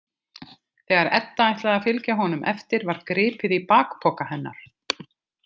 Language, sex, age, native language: Icelandic, female, 50-59, Icelandic